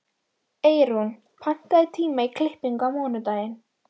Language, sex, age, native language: Icelandic, female, 12, Icelandic